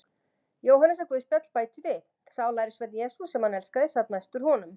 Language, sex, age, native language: Icelandic, female, 50-59, Icelandic